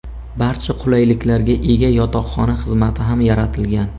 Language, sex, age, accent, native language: Uzbek, male, 25-34, Samarqand, Uzbek